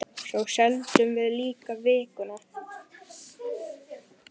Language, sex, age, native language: Icelandic, male, 10, Icelandic